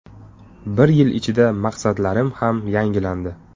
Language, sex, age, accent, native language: Uzbek, male, 25-34, Surxondaryo, Uzbek